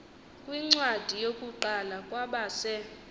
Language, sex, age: Xhosa, female, 22